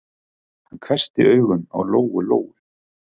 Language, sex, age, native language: Icelandic, male, 40-49, Icelandic